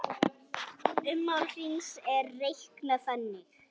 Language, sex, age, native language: Icelandic, female, 10, Icelandic